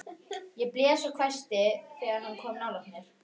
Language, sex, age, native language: Icelandic, female, 11, Icelandic